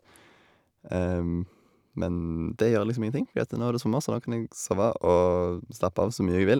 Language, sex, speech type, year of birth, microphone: Norwegian, male, spontaneous, 1990, Shure